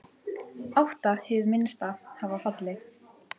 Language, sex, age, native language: Icelandic, female, 18-19, Icelandic